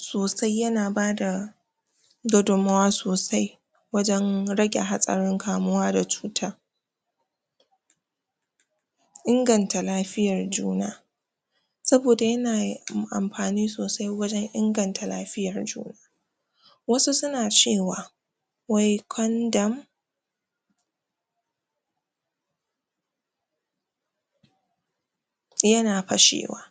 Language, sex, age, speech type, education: Hausa, female, 46-60, spontaneous, tertiary